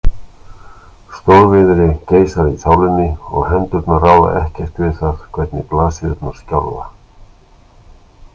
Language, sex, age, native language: Icelandic, male, 60-69, Icelandic